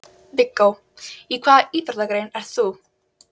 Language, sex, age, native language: Icelandic, female, 12, Icelandic